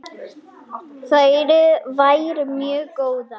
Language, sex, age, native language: Icelandic, female, 10, Icelandic